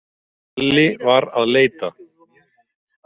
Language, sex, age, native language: Icelandic, male, 40-49, Icelandic